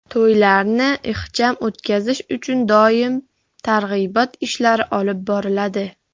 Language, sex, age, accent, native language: Uzbek, female, 40-49, Farg'ona, Uzbek